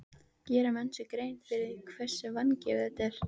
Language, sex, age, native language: Icelandic, female, 13, Icelandic